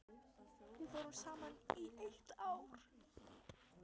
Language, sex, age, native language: Icelandic, female, 13, Icelandic